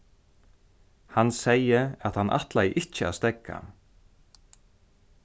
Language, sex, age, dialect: Faroese, male, 36-60, Norðurstreymoy/Eysturoy